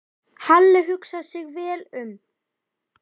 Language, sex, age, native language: Icelandic, female, 10, Icelandic